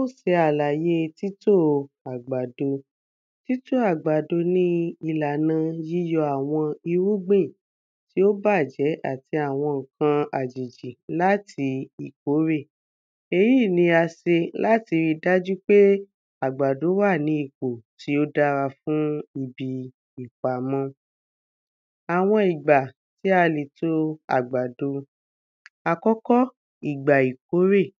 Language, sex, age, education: Yoruba, female, 15-29, tertiary